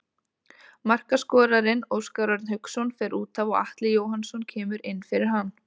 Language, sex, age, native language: Icelandic, female, 20-29, Icelandic